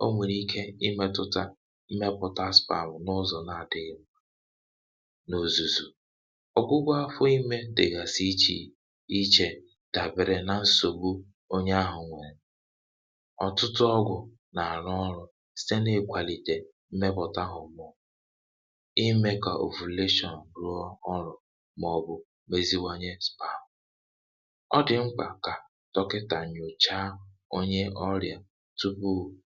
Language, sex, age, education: Igbo, male, 30-45, tertiary